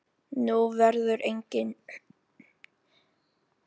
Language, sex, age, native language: Icelandic, male, 10, Filipino